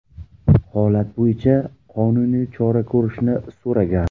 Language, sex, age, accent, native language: Uzbek, male, 25-34, Samarqand, Uzbek